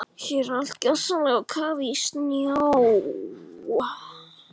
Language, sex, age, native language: Icelandic, male, 14, Icelandic